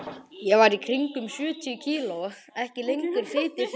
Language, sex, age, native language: Icelandic, male, 11, Icelandic